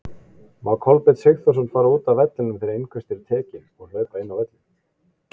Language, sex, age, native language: Icelandic, male, 20-29, Icelandic